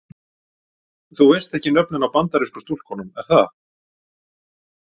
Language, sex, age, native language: Icelandic, male, 40-49, Icelandic